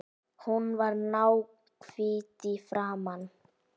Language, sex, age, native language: Icelandic, female, 9, Icelandic